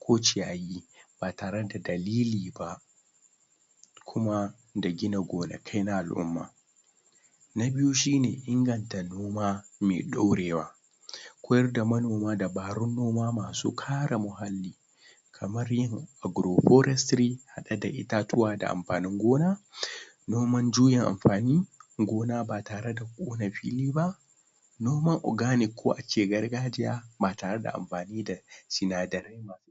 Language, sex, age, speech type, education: Hausa, male, 30-45, spontaneous, tertiary